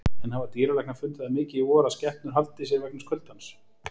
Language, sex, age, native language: Icelandic, male, 40-49, Icelandic